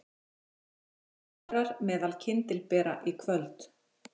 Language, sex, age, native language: Icelandic, female, 40-49, Icelandic